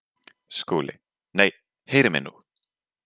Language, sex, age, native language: Icelandic, male, 20-29, Icelandic